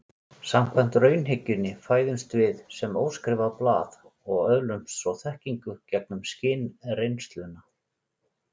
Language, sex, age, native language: Icelandic, male, 40-49, Icelandic